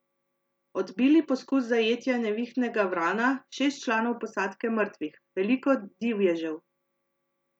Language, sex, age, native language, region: Slovenian, female, 30-49, Slovenian, Central Slovenia